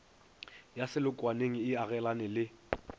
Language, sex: Northern Sotho, male